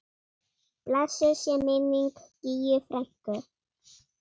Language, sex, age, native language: Icelandic, female, 8, Icelandic